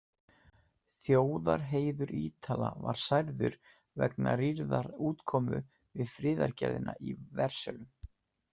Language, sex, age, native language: Icelandic, male, 30-39, Icelandic